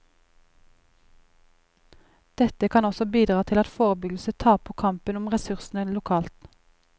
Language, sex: Norwegian, female